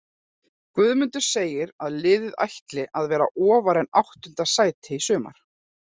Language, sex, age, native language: Icelandic, female, 40-49, Icelandic